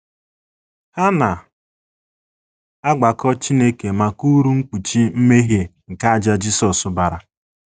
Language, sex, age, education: Igbo, female, 15-29, tertiary